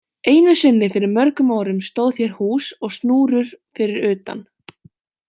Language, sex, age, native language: Icelandic, female, 18-19, Icelandic